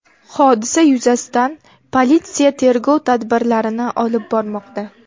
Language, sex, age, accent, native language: Uzbek, female, 18-24, Namangan, Uzbek